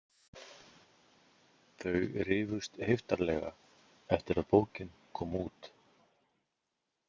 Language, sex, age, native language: Icelandic, male, 50-59, Icelandic